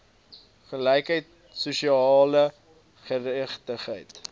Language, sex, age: Afrikaans, male, 20